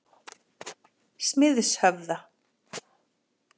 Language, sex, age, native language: Icelandic, female, 40-49, Icelandic